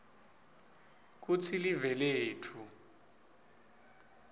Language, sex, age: Swati, male, 24